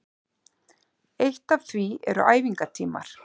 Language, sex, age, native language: Icelandic, female, 50-59, Icelandic